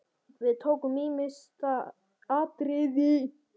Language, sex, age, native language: Icelandic, male, 9, Icelandic